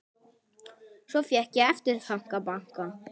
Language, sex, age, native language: Icelandic, male, 18-19, Icelandic